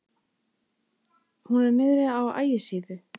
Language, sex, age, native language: Icelandic, female, 40-49, Icelandic